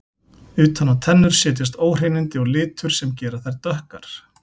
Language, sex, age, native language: Icelandic, male, 40-49, Icelandic